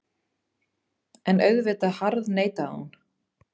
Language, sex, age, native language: Icelandic, female, 30-39, Icelandic